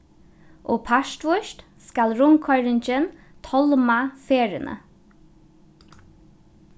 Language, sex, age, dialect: Faroese, female, 15-35, Norðuroyggjar